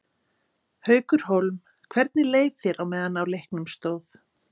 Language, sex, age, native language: Icelandic, female, 50-59, Icelandic